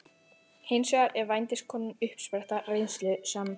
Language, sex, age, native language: Icelandic, female, 12, Icelandic